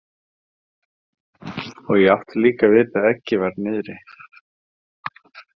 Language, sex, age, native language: Icelandic, male, 40-49, Icelandic